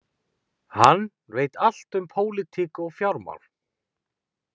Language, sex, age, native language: Icelandic, male, 20-29, Icelandic